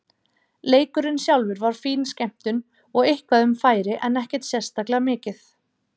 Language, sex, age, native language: Icelandic, female, 30-39, Icelandic